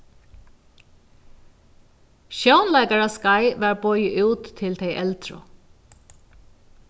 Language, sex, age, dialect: Faroese, female, 36-60, Vágar